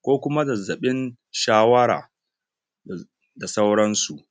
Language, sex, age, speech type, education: Hausa, male, 15-29, spontaneous, tertiary